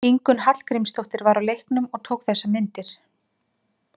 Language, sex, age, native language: Icelandic, female, 30-39, Icelandic